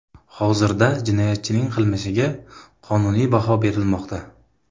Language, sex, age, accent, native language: Uzbek, male, 25-34, Samarqand, Uzbek